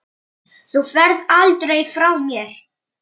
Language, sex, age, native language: Icelandic, male, 9, Polish